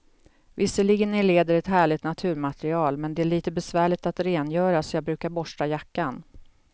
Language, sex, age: Swedish, female, 48